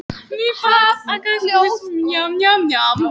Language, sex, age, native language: Icelandic, female, 18-19, Polish